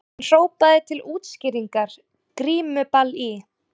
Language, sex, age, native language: Icelandic, female, 20-29, Icelandic